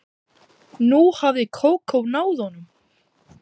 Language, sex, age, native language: Icelandic, female, 8, Icelandic